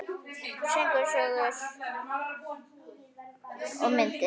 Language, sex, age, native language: Icelandic, female, 9, Icelandic